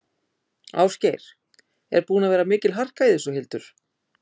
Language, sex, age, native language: Icelandic, female, 50-59, Icelandic